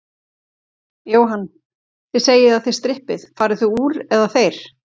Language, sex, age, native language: Icelandic, female, 40-49, Icelandic